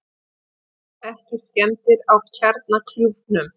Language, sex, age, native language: Icelandic, female, 50-59, Icelandic